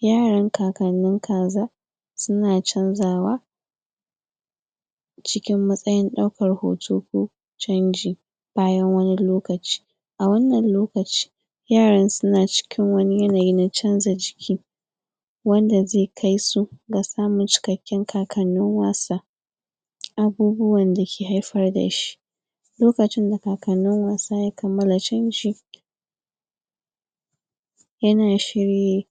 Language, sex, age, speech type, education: Hausa, female, 46-60, spontaneous, tertiary